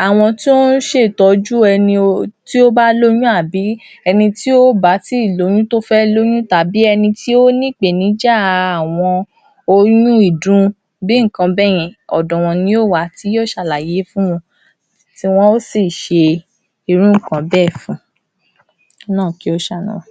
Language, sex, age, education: Yoruba, female, 46-60, tertiary